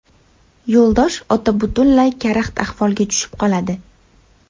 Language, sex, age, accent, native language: Uzbek, female, 18-24, Andijon, Uzbek